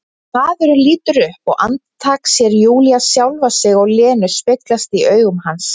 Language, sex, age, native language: Icelandic, female, 20-29, Icelandic